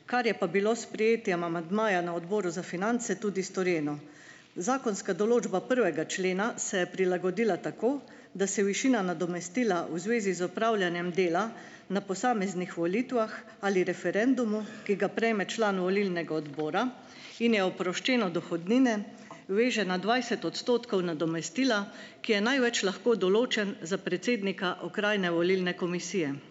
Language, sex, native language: Slovenian, female, Slovenian